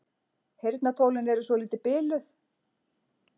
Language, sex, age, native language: Icelandic, female, 40-49, Icelandic